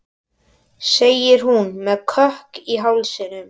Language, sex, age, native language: Icelandic, male, 12, Icelandic